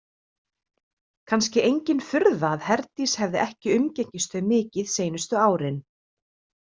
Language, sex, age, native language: Icelandic, female, 30-39, Icelandic